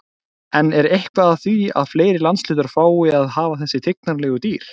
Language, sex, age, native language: Icelandic, male, 20-29, Icelandic